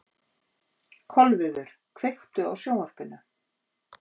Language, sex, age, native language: Icelandic, female, 50-59, Icelandic